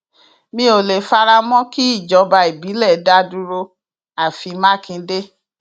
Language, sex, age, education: Yoruba, female, 46-60, tertiary